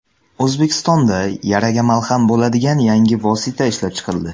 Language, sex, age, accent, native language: Uzbek, male, under 19, Samarqand, Uzbek